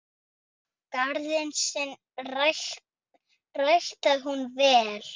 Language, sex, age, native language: Icelandic, female, 5, Icelandic